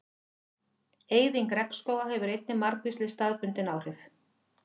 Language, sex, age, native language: Icelandic, female, 50-59, Icelandic